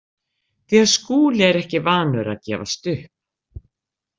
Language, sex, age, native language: Icelandic, female, 60-69, Icelandic